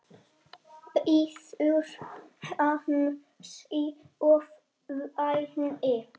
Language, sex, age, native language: Icelandic, male, 7, Icelandic